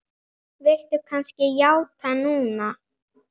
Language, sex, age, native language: Icelandic, female, 9, Icelandic